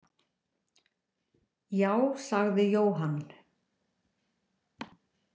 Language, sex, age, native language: Icelandic, female, 60-69, Icelandic